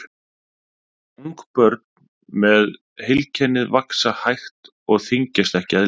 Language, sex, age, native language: Icelandic, male, 30-39, Icelandic